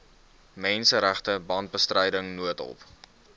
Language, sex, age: Afrikaans, male, 19